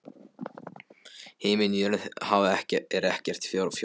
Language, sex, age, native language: Icelandic, male, 12, Polish